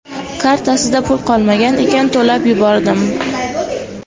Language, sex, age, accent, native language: Uzbek, female, 12-17, Andijon, Uzbek